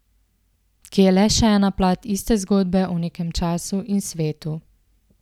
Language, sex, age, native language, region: Slovenian, female, 18-29, Slovenian, Central Slovenia